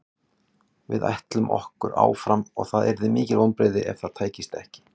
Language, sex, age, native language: Icelandic, male, 40-49, Icelandic